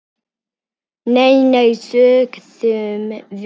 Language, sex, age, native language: Icelandic, female, 9, Icelandic